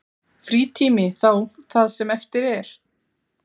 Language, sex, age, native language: Icelandic, female, 40-49, Icelandic